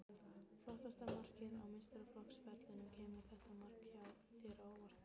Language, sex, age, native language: Icelandic, female, 15, Icelandic